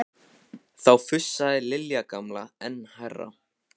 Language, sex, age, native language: Icelandic, male, 15, Icelandic